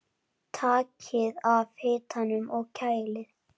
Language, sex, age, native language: Icelandic, male, 10, Icelandic